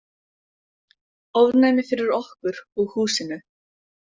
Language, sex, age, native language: Icelandic, female, 18-19, Icelandic